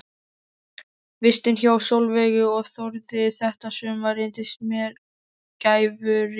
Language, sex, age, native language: Icelandic, male, 13, Icelandic